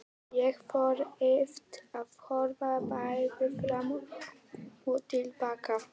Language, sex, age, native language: Icelandic, male, 11, Icelandic